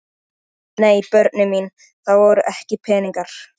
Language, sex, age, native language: Icelandic, male, 13, Icelandic